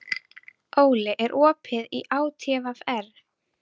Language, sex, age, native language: Icelandic, female, 12, Icelandic